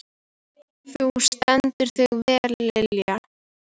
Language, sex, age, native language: Icelandic, female, 12, Icelandic